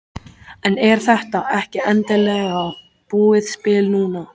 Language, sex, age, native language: Icelandic, male, 13, Icelandic